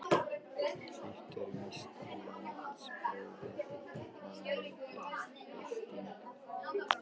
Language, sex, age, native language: Icelandic, male, 13, Icelandic